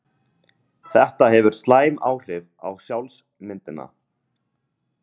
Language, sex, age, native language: Icelandic, male, 30-39, Icelandic